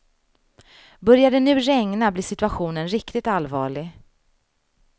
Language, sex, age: Swedish, female, 35